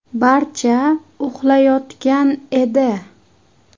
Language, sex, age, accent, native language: Uzbek, female, 19-29, Surxondaryo, Uzbek